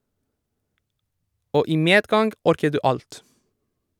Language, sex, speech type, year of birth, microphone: Norwegian, male, read, 1987, Shure